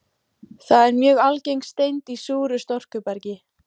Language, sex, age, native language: Icelandic, female, 14, Icelandic